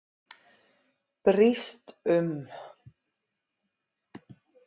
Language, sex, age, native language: Icelandic, female, 50-59, Icelandic